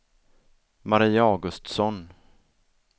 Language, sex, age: Swedish, male, 33